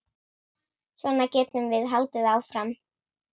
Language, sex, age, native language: Icelandic, female, 8, Icelandic